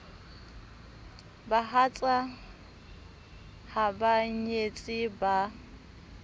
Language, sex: Southern Sotho, female